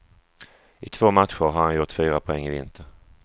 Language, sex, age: Swedish, male, 35